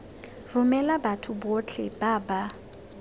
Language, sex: Tswana, female